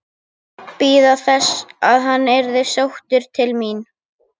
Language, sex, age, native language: Icelandic, male, 11, Icelandic